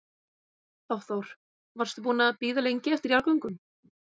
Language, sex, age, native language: Icelandic, female, 20-29, Icelandic